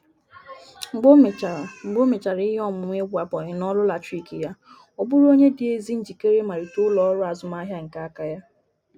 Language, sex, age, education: Igbo, female, 30-45, tertiary